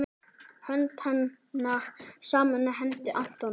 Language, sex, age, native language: Icelandic, male, 10, Icelandic